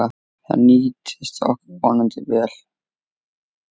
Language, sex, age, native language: Icelandic, male, 8, Icelandic